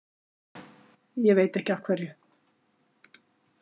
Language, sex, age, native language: Icelandic, female, 50-59, Icelandic